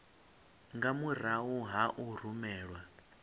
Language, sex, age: Venda, male, 25